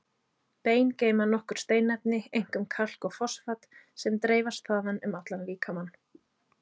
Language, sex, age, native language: Icelandic, female, 30-39, Icelandic